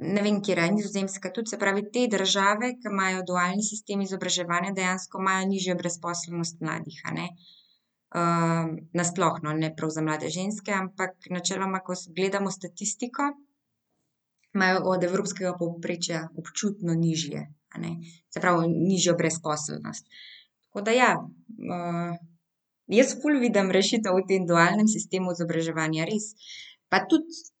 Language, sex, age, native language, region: Slovenian, female, 18-29, Slovenian, Central Slovenia